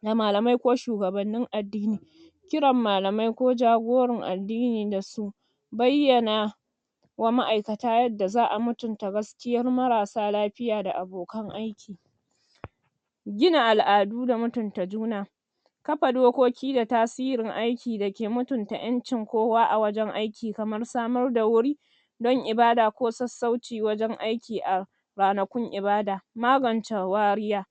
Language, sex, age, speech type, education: Hausa, female, 60+, spontaneous, secondary